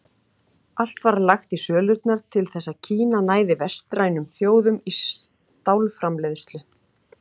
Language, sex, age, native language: Icelandic, female, 40-49, Icelandic